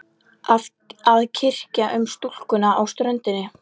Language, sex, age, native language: Icelandic, female, 11, Icelandic